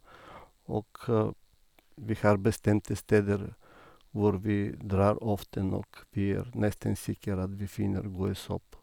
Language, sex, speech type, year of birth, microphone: Norwegian, male, spontaneous, 1958, Sennheiser